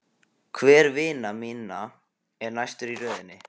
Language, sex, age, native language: Icelandic, male, 15, Icelandic